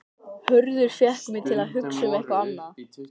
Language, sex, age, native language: Icelandic, male, 13, Icelandic